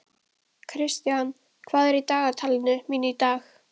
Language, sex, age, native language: Icelandic, female, 12, Icelandic